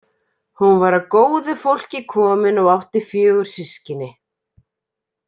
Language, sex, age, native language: Icelandic, female, 40-49, Icelandic